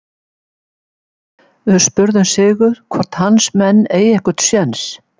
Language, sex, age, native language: Icelandic, female, 70-79, Icelandic